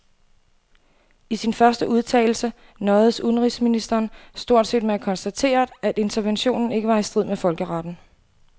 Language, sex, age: Danish, female, 28